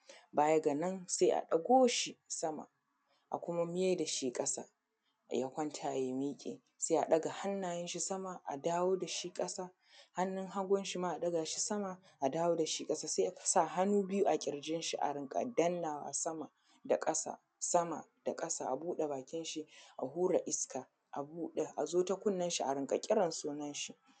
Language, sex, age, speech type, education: Hausa, female, 15-29, spontaneous, secondary